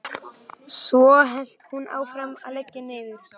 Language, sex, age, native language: Icelandic, male, 11, Icelandic